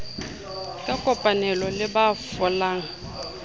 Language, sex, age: Southern Sotho, female, 30